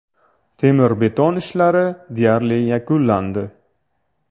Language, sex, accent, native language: Uzbek, male, Toshkent shahri, Uzbek